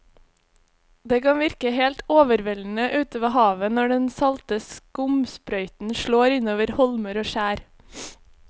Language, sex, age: Norwegian, female, 26